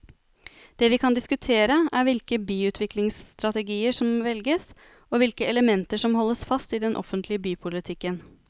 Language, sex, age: Norwegian, female, 33